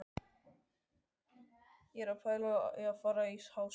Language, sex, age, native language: Icelandic, male, 12, Icelandic